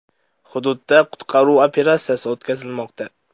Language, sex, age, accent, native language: Uzbek, male, under 19, Andijon, Uzbek